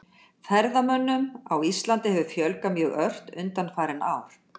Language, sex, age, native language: Icelandic, female, 60-69, Icelandic